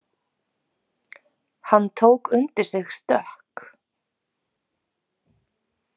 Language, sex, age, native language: Icelandic, female, 40-49, Icelandic